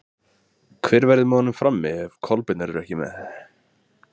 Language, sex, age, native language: Icelandic, male, 20-29, Icelandic